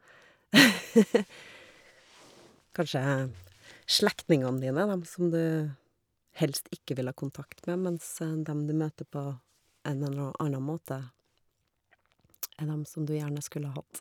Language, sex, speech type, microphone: Norwegian, female, spontaneous, Shure